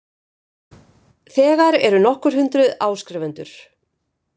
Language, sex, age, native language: Icelandic, female, 50-59, Icelandic